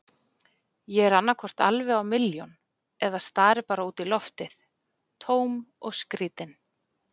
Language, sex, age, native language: Icelandic, female, 40-49, Icelandic